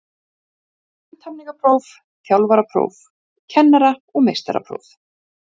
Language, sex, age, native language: Icelandic, female, 40-49, Icelandic